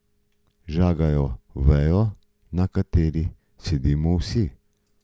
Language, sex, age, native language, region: Slovenian, male, 50-59, Slovenian, Gorenjska region